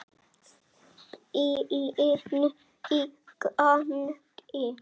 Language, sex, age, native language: Icelandic, male, 7, Icelandic